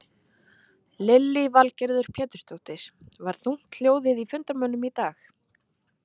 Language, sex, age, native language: Icelandic, female, 30-39, Icelandic